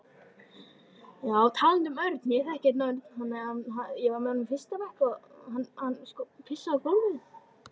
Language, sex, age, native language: Icelandic, female, 13, Icelandic